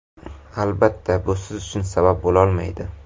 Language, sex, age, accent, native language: Uzbek, male, 18-24, Navoiy, Uzbek